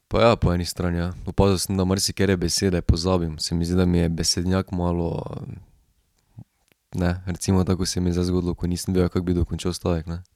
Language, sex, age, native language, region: Slovenian, male, 18-29, Slovenian, Drava region